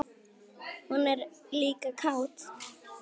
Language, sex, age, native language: Icelandic, female, 10, Icelandic